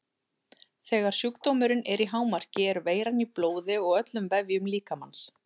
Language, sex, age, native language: Icelandic, male, 30-39, Icelandic